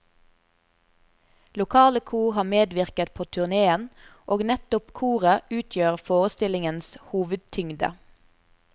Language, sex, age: Norwegian, female, 24